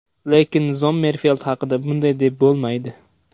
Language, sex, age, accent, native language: Uzbek, male, 18-24, Toshkent viloyati, Uzbek